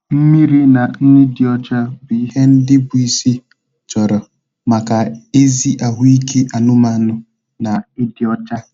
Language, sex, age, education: Igbo, male, 15-29, tertiary